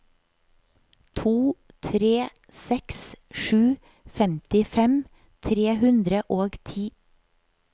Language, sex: Norwegian, female